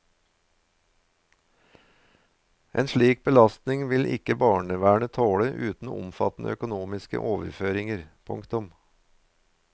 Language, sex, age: Norwegian, male, 53